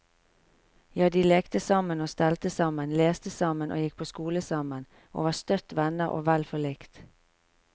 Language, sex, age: Norwegian, female, 45